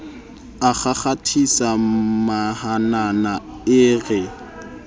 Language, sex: Southern Sotho, male